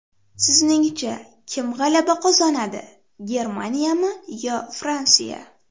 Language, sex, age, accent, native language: Uzbek, female, 12-17, Farg'ona, Uzbek